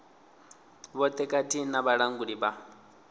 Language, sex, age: Venda, male, 20